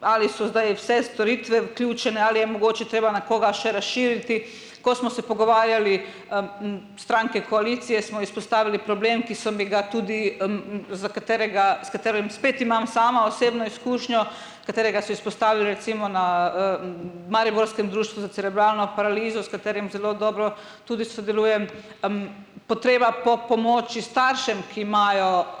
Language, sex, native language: Slovenian, female, Slovenian